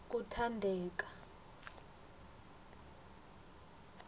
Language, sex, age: South Ndebele, female, 21